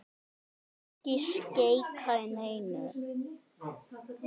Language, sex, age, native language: Icelandic, male, 6, Icelandic